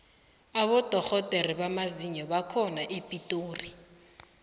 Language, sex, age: South Ndebele, female, 19